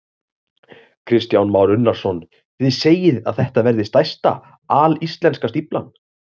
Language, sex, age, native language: Icelandic, male, 30-39, Icelandic